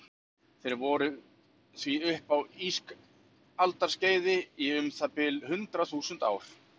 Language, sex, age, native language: Icelandic, male, 40-49, Icelandic